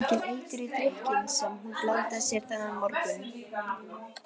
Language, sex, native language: Icelandic, female, Icelandic